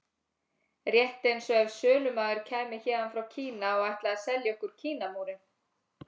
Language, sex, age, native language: Icelandic, female, 30-39, Icelandic